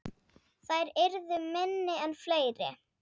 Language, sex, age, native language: Icelandic, female, 7, Icelandic